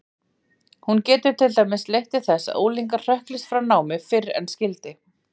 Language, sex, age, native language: Icelandic, female, 40-49, Icelandic